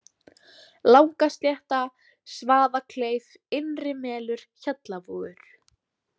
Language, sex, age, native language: Icelandic, female, 18-19, Icelandic